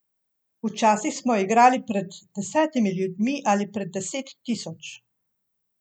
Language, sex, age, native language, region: Slovenian, female, 50-59, Slovenian, Central Slovenia